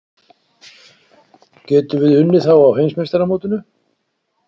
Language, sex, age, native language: Icelandic, male, 60-69, Icelandic